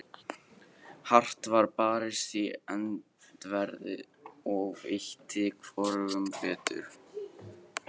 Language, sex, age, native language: Icelandic, male, 14, Icelandic